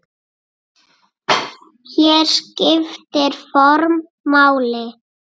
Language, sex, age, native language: Icelandic, female, 8, Icelandic